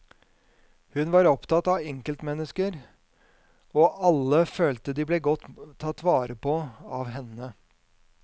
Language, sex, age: Norwegian, male, 50